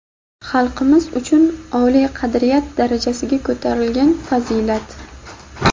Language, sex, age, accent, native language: Uzbek, female, 19-29, Buxoro, Uzbek